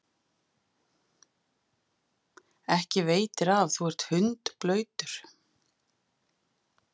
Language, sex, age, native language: Icelandic, female, 50-59, Icelandic